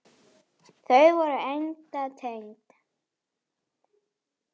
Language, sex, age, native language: Icelandic, male, 8, Icelandic